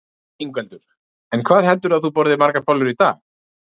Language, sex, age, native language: Icelandic, male, 30-39, Icelandic